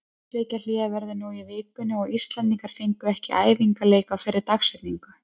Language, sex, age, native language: Icelandic, female, 30-39, Icelandic